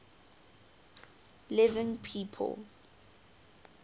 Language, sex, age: English, female, 18